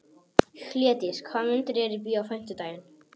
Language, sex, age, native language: Icelandic, male, 18-19, Polish